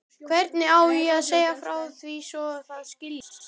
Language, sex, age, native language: Icelandic, male, 11, Icelandic